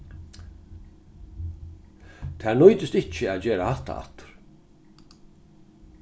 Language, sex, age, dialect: Faroese, male, 61+, Norðurstreymoy/Eysturoy